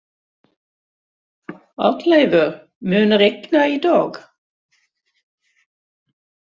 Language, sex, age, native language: Icelandic, female, 60-69, Swedish